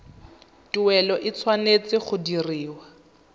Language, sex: Tswana, female